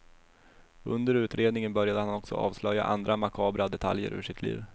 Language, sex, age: Swedish, male, 21